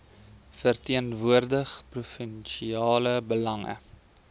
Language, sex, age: Afrikaans, male, 20